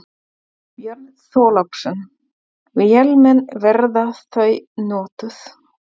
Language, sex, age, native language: Icelandic, female, 40-49, German